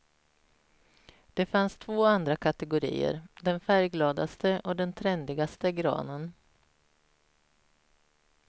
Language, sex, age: Swedish, female, 46